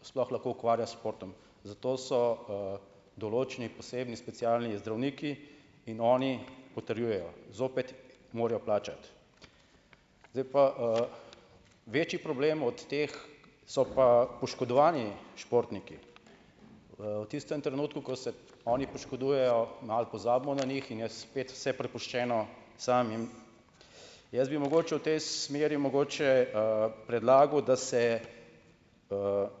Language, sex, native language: Slovenian, male, Slovenian